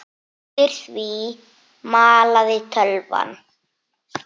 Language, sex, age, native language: Icelandic, male, 8, Icelandic